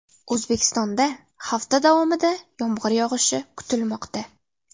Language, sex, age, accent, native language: Uzbek, female, 12-17, Namangan, Uzbek